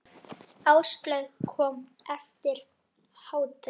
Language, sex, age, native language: Icelandic, male, 7, Icelandic